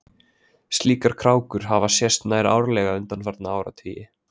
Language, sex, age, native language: Icelandic, male, 20-29, Icelandic